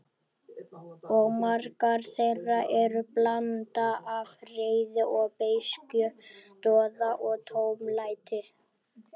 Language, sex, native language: Icelandic, male, Icelandic